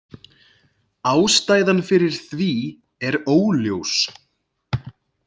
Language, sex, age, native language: Icelandic, male, 20-29, Icelandic